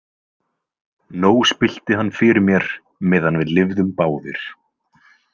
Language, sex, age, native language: Icelandic, male, 20-29, Icelandic